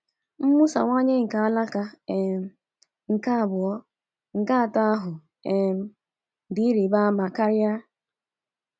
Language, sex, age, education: Igbo, female, 15-29, tertiary